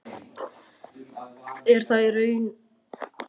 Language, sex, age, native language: Icelandic, male, 13, Icelandic